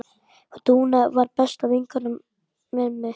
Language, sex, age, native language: Icelandic, male, 10, Icelandic